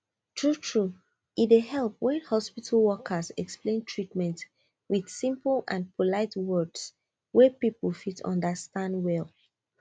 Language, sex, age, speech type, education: Nigerian Pidgin, female, 30-45, spontaneous, tertiary